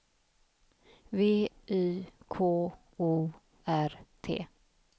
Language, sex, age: Swedish, female, 33